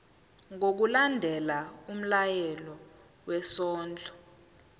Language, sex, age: Zulu, female, 19